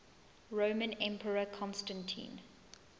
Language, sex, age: English, female, 20